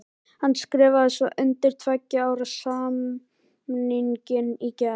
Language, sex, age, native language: Icelandic, male, 18-19, Icelandic